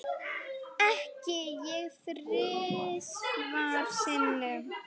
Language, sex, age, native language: Icelandic, female, 9, Icelandic